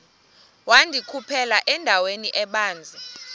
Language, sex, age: Xhosa, female, 20